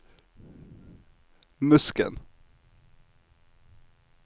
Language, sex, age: Norwegian, male, 36